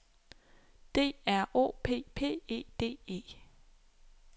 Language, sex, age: Danish, female, 26